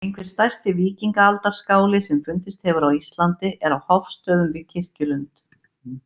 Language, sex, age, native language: Icelandic, female, 50-59, Icelandic